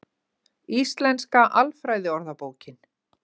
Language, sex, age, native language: Icelandic, female, 50-59, Icelandic